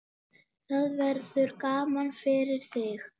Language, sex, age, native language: Icelandic, male, 8, Icelandic